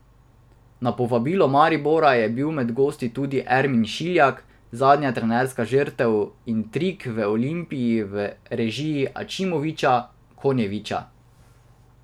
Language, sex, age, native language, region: Slovenian, male, 18-29, Slovenian, Drava region